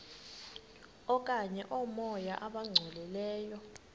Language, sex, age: Xhosa, female, 23